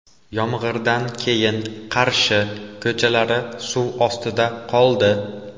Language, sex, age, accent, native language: Uzbek, male, 18-24, Andijon, Uzbek